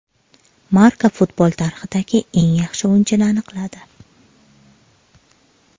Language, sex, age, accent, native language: Uzbek, female, 25-34, Qashqadaryo, Uzbek